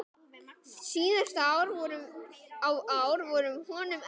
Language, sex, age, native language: Icelandic, male, 10, Icelandic